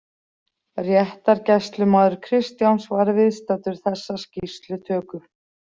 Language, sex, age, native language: Icelandic, female, 40-49, Icelandic